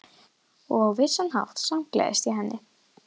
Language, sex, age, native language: Icelandic, female, 11, Icelandic